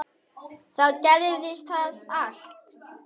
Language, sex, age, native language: Icelandic, male, 8, Icelandic